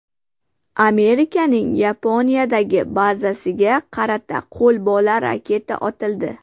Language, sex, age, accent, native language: Uzbek, female, 18-24, Qashqadaryo, Uzbek